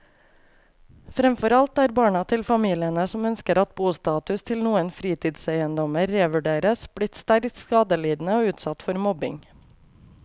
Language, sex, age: Norwegian, female, 28